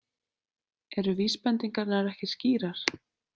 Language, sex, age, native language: Icelandic, female, 30-39, Icelandic